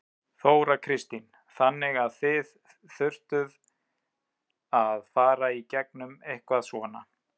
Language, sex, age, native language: Icelandic, male, 30-39, Icelandic